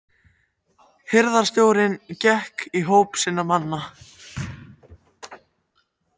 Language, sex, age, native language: Icelandic, other, 14, Icelandic